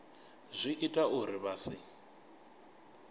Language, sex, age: Venda, male, 24